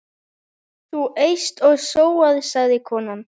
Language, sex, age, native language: Icelandic, female, 11, Icelandic